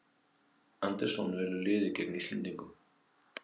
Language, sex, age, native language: Icelandic, male, 50-59, Icelandic